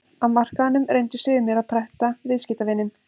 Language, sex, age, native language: Icelandic, female, 30-39, Icelandic